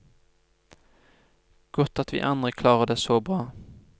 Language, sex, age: Norwegian, male, 25